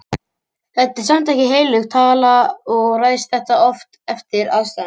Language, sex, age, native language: Icelandic, male, 18-19, Icelandic